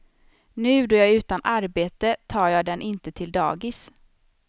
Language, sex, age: Swedish, female, 27